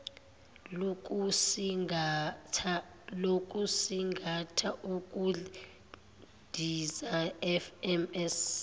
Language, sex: Zulu, female